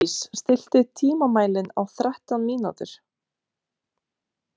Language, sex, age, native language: Icelandic, female, 30-39, Romanian